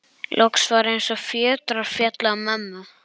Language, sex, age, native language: Icelandic, male, 11, Icelandic